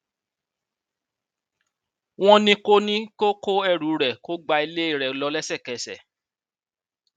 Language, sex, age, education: Yoruba, male, 30-45, tertiary